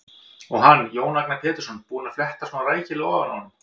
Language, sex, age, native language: Icelandic, male, 50-59, Icelandic